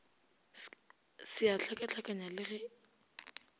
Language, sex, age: Northern Sotho, female, 25